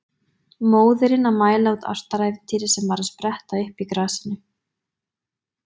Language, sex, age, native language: Icelandic, female, 20-29, Icelandic